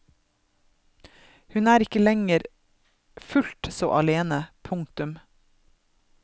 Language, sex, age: Norwegian, female, 32